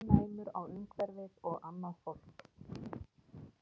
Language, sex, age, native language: Icelandic, female, 40-49, Icelandic